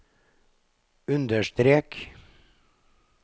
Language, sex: Norwegian, male